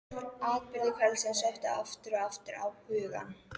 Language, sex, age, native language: Icelandic, female, 13, Icelandic